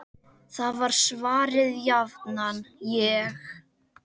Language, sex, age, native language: Icelandic, male, 10, Icelandic